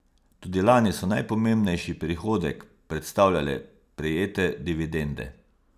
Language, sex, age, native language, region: Slovenian, male, 50-59, Slovenian, Savinja region